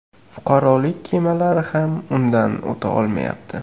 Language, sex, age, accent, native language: Uzbek, male, 18-24, Qashqadaryo, Uzbek